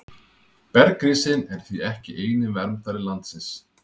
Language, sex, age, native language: Icelandic, male, 30-39, Icelandic